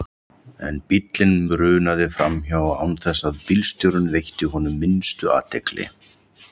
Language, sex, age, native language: Icelandic, male, 40-49, Icelandic